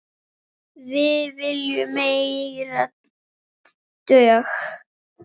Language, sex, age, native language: Icelandic, female, 7, Icelandic